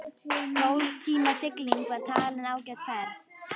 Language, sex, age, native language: Icelandic, female, 11, Icelandic